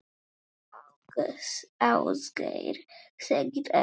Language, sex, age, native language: Icelandic, male, 9, Polish